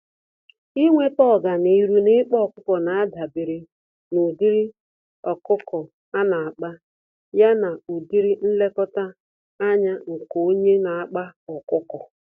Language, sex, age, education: Igbo, female, 30-45, tertiary